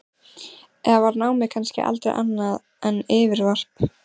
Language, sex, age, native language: Icelandic, female, 14, Icelandic